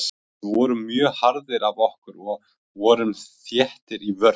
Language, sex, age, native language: Icelandic, male, 20-29, Icelandic